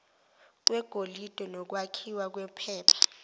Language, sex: Zulu, female